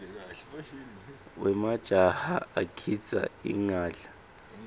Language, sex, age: Swati, male, 20